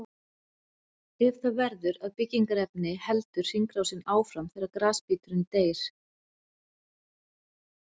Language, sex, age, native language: Icelandic, female, 40-49, Icelandic